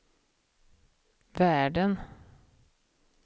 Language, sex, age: Swedish, female, 50